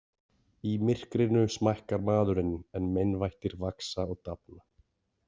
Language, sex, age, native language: Icelandic, male, 40-49, Icelandic